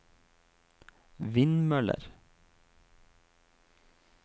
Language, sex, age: Norwegian, male, 28